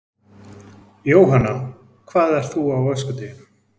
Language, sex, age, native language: Icelandic, male, 20-29, Icelandic